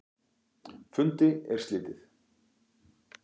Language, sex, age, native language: Icelandic, male, 40-49, Icelandic